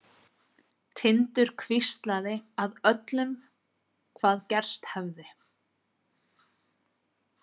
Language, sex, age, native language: Icelandic, female, 30-39, Icelandic